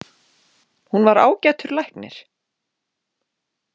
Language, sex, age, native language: Icelandic, female, 40-49, Icelandic